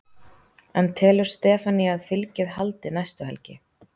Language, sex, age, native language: Icelandic, female, 30-39, Icelandic